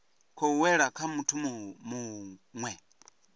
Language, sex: Venda, male